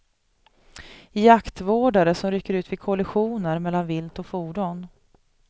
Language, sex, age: Swedish, female, 37